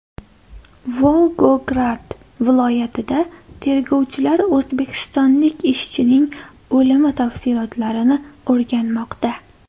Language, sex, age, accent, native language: Uzbek, female, 18-24, Toshkent shahri, Uzbek